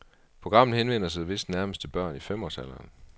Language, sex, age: Danish, male, 38